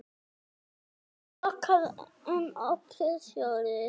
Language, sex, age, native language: Icelandic, female, 9, Icelandic